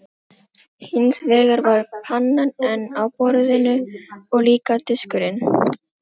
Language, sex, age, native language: Icelandic, female, 12, Filipino